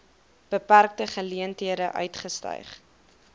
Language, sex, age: Afrikaans, female, 22